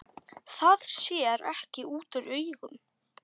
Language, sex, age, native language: Icelandic, male, 10, Icelandic